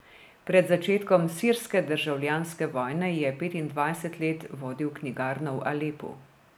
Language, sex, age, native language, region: Slovenian, female, 30-49, Slovenian, Drava region